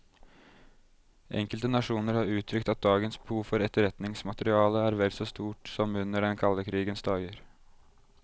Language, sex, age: Norwegian, male, 20